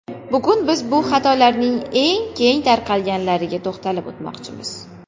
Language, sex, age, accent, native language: Uzbek, female, 19-29, Qashqadaryo, Uzbek